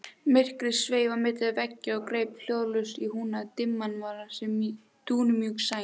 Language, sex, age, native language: Icelandic, female, 16, Icelandic